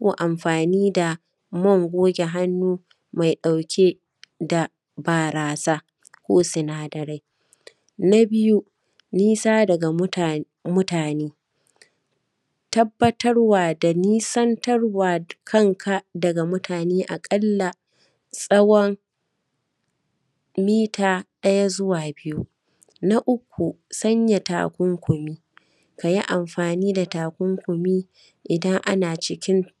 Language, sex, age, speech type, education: Hausa, female, 30-45, spontaneous, primary